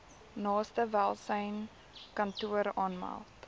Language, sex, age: Afrikaans, female, 19